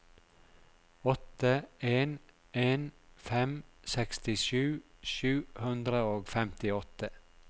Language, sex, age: Norwegian, male, 42